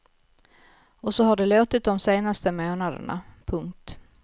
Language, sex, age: Swedish, female, 55